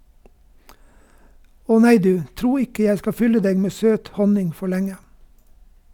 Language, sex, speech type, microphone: Norwegian, male, read, Sennheiser